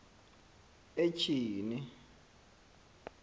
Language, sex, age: Xhosa, male, 23